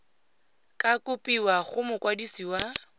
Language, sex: Tswana, female